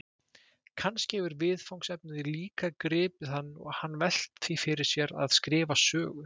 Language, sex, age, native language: Icelandic, male, 20-29, Icelandic